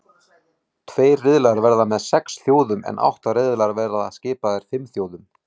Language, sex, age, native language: Icelandic, male, 40-49, Icelandic